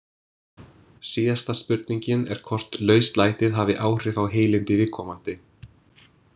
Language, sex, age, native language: Icelandic, male, 20-29, English